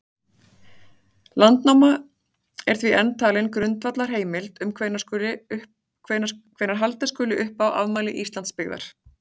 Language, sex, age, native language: Icelandic, female, 40-49, Icelandic